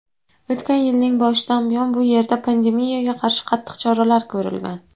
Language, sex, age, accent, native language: Uzbek, female, 18-24, Toshkent viloyati, Uzbek